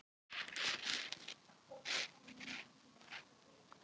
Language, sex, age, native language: Icelandic, male, 11, Icelandic